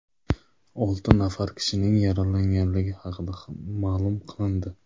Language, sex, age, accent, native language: Uzbek, male, 25-34, Qashqadaryo, Uzbek